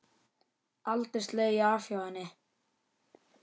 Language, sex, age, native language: Icelandic, male, 10, Icelandic